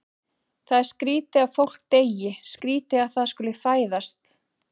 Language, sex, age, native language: Icelandic, female, 40-49, Icelandic